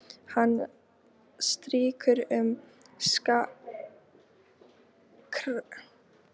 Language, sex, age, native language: Icelandic, female, 13, Icelandic